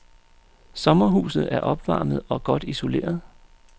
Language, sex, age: Danish, male, 35